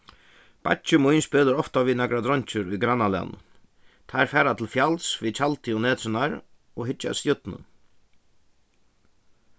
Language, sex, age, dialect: Faroese, male, 15-35, Suðuroy